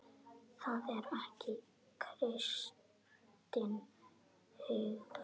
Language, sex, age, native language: Icelandic, female, 9, Icelandic